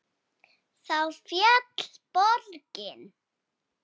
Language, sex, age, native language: Icelandic, female, 7, Icelandic